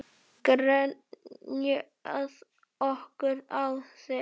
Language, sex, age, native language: Icelandic, male, 8, Icelandic